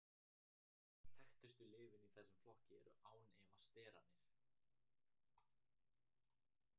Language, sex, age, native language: Icelandic, male, 18-19, Icelandic